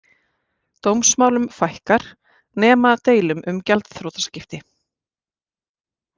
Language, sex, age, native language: Icelandic, female, 40-49, Icelandic